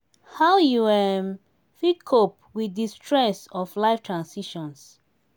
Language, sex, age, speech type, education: Nigerian Pidgin, female, 30-45, spontaneous, tertiary